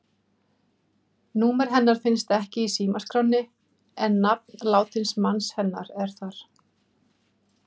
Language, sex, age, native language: Icelandic, female, 50-59, Icelandic